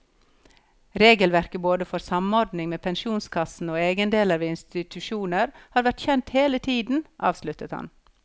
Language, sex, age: Norwegian, female, 54